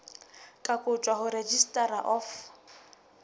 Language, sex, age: Southern Sotho, female, 19